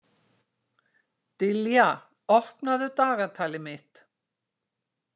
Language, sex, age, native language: Icelandic, female, 60-69, Icelandic